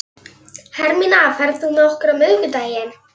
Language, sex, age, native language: Icelandic, female, 11, Icelandic